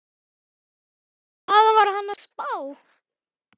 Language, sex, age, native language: Icelandic, male, 10, Icelandic